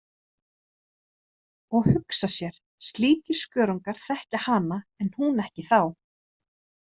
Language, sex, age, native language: Icelandic, female, 30-39, Icelandic